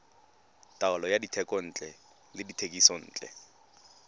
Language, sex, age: Tswana, male, 19